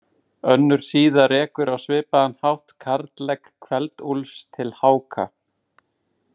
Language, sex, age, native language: Icelandic, male, 20-29, Icelandic